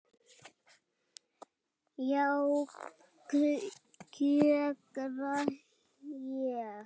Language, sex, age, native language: Icelandic, male, 7, Icelandic